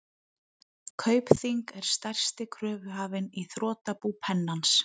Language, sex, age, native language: Icelandic, female, 30-39, Icelandic